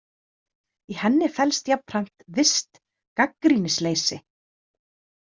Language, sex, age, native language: Icelandic, female, 30-39, Icelandic